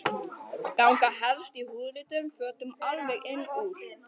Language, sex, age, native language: Icelandic, female, 12, Icelandic